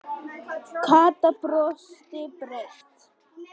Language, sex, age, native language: Icelandic, female, 10, Polish